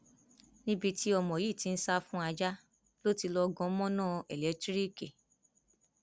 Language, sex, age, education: Yoruba, female, 15-29, tertiary